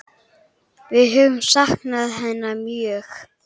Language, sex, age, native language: Icelandic, male, 8, Icelandic